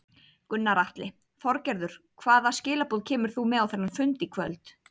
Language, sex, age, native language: Icelandic, female, 30-39, Icelandic